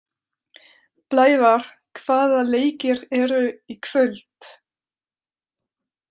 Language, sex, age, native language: Icelandic, female, 30-39, French